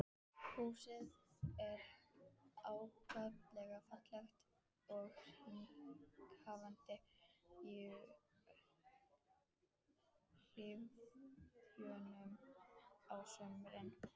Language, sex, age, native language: Icelandic, female, 14, Icelandic